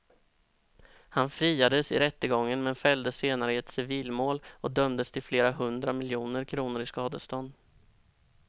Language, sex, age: Swedish, male, 32